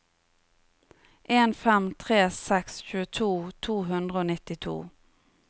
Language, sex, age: Norwegian, female, 30